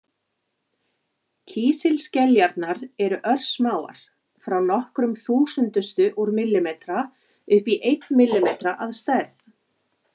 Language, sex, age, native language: Icelandic, female, 40-49, Icelandic